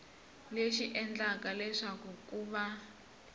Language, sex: Tsonga, male